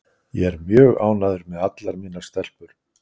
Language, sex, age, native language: Icelandic, male, 60-69, Icelandic